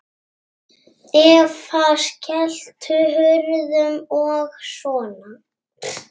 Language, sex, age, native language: Icelandic, female, 6, Icelandic